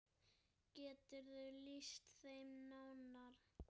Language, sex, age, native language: Icelandic, male, 7, Icelandic